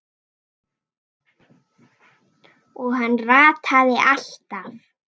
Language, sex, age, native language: Icelandic, female, 9, Icelandic